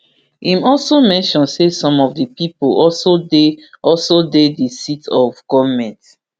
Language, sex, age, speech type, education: Nigerian Pidgin, female, 30-45, spontaneous, tertiary